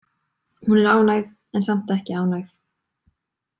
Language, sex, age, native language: Icelandic, female, 20-29, Icelandic